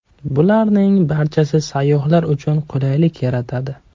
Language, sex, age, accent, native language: Uzbek, male, 18-24, Toshkent shahri, Uzbek